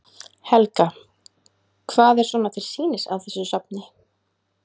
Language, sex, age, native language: Icelandic, female, 20-29, Icelandic